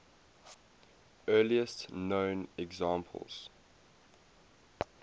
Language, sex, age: English, male, 18